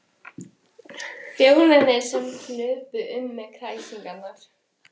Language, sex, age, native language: Icelandic, female, 14, Icelandic